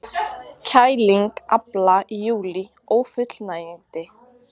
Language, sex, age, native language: Icelandic, female, 40-49, Icelandic